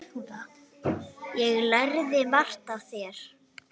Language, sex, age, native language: Icelandic, male, 8, Icelandic